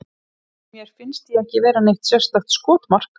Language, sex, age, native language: Icelandic, female, 30-39, Icelandic